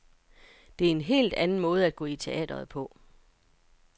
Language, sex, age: Danish, female, 42